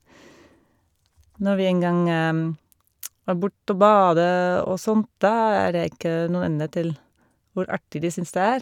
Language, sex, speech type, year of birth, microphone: Norwegian, female, spontaneous, 1971, Shure